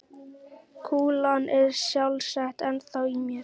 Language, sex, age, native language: Icelandic, female, 11, Icelandic